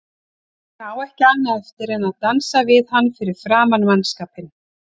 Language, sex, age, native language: Icelandic, female, 40-49, Icelandic